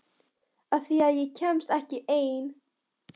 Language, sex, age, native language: Icelandic, female, 13, Polish